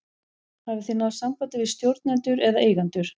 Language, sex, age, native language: Icelandic, female, 11, Icelandic